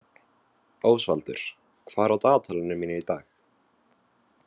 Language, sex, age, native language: Icelandic, male, 20-29, Vietnamese